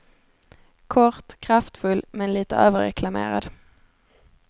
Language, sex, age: Swedish, female, 17